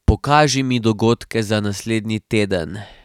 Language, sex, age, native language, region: Slovenian, male, 18-29, Slovenian, Drava region